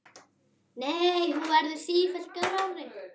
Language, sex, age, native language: Icelandic, female, 10, Icelandic